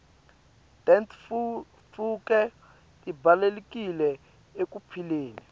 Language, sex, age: Swati, male, 22